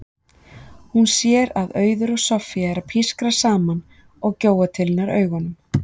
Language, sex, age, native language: Icelandic, female, 40-49, Icelandic